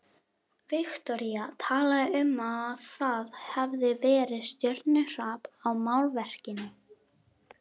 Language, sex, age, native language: Icelandic, female, 11, Icelandic